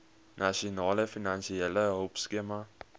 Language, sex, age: Afrikaans, male, 21